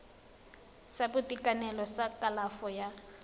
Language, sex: Tswana, female